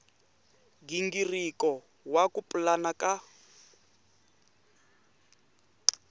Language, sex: Tsonga, male